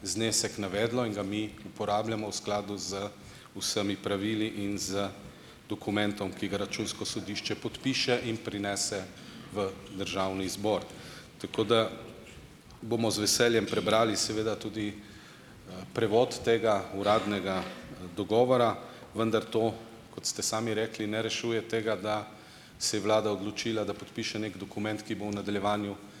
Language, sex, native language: Slovenian, male, Slovenian